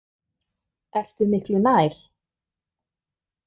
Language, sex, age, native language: Icelandic, female, 30-39, Icelandic